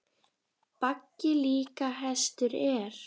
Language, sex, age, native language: Icelandic, female, 10, Icelandic